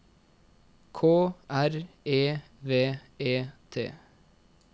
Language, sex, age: Norwegian, male, 21